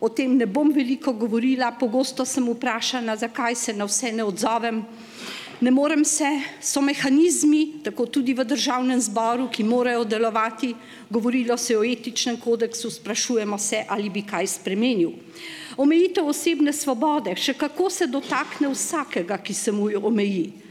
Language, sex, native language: Slovenian, female, Slovenian